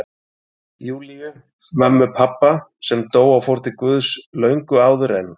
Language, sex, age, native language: Icelandic, male, 30-39, Icelandic